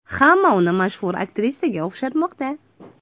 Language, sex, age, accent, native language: Uzbek, female, 25-34, Toshkent viloyati, Uzbek